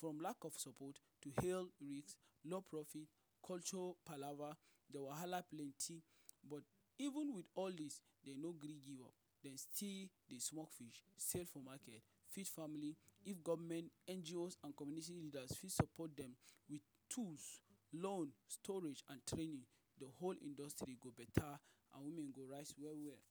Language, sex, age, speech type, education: Nigerian Pidgin, male, 30-45, spontaneous, tertiary